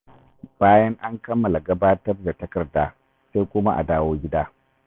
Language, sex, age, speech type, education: Hausa, male, 30-45, read, tertiary